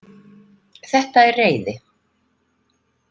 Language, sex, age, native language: Icelandic, female, 50-59, Icelandic